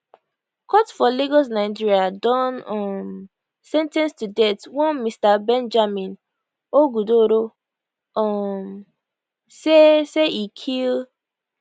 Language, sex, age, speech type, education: Nigerian Pidgin, female, 15-29, spontaneous, tertiary